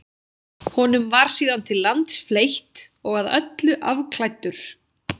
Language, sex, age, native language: Icelandic, female, 40-49, Icelandic